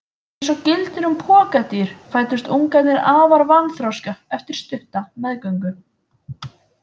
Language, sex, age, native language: Icelandic, female, 20-29, Icelandic